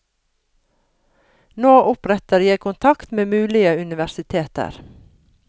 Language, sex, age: Norwegian, female, 42